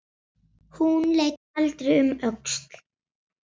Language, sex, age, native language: Icelandic, female, 7, Icelandic